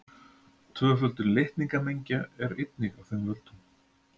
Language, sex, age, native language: Icelandic, male, 40-49, Icelandic